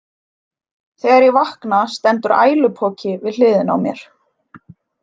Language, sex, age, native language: Icelandic, female, 20-29, Icelandic